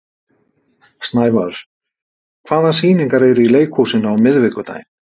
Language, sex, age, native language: Icelandic, male, 50-59, Icelandic